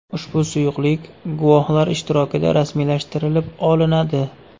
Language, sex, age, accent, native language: Uzbek, male, 25-34, Xorazm, Uzbek